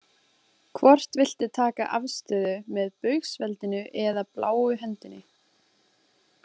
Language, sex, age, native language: Icelandic, female, 20-29, Icelandic